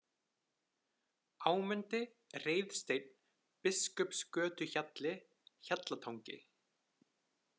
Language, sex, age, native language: Icelandic, male, 20-29, Icelandic